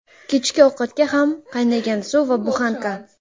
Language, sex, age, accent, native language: Uzbek, female, 19-29, Samarqand, Uzbek